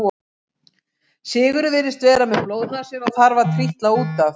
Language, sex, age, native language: Icelandic, female, 50-59, Icelandic